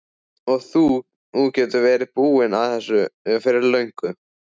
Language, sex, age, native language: Icelandic, male, 14, Icelandic